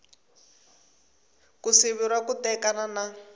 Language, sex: Tsonga, female